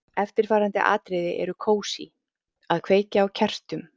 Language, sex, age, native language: Icelandic, female, 40-49, Icelandic